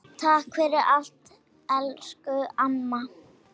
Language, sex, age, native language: Icelandic, female, 10, Icelandic